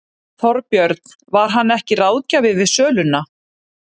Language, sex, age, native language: Icelandic, female, 30-39, Icelandic